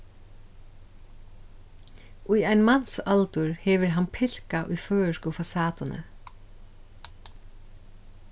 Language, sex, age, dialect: Faroese, female, 36-60, Suðurstreymoy